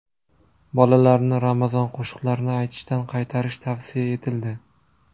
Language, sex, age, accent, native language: Uzbek, male, 25-34, Namangan, Uzbek